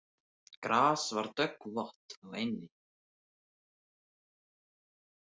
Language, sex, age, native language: Icelandic, male, 18-19, Icelandic